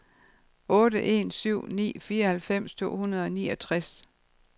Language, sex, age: Danish, female, 52